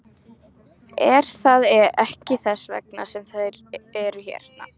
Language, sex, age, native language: Icelandic, female, 11, Icelandic